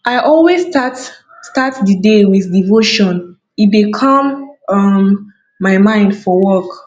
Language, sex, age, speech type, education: Nigerian Pidgin, female, 15-29, spontaneous, tertiary